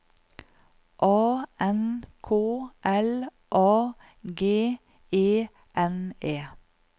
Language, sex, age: Norwegian, female, 40